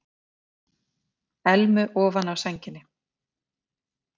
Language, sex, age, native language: Icelandic, female, 50-59, Icelandic